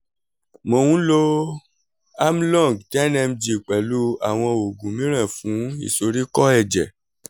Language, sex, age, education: Yoruba, male, 30-45, tertiary